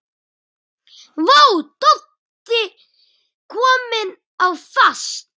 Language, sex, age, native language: Icelandic, male, 8, Icelandic